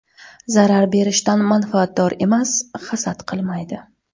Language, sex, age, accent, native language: Uzbek, female, 25-34, Surxondaryo, Uzbek